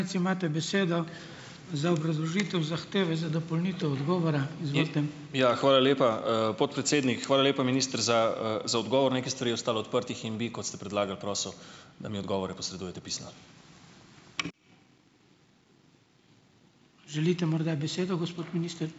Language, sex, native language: Slovenian, male, Slovenian